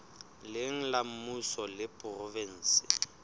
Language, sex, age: Southern Sotho, male, 23